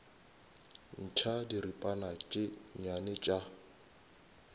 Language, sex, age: Northern Sotho, male, 22